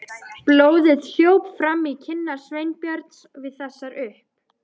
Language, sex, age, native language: Icelandic, female, 13, Icelandic